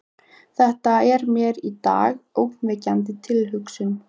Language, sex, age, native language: Icelandic, female, 15, Icelandic